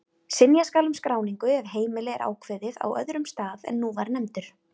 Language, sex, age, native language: Icelandic, female, 30-39, Icelandic